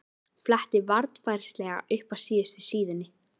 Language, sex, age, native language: Icelandic, female, 12, Icelandic